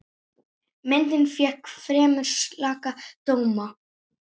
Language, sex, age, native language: Icelandic, female, 9, Icelandic